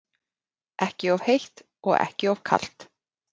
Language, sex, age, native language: Icelandic, female, 30-39, Icelandic